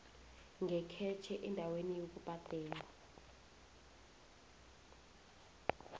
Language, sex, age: South Ndebele, female, 20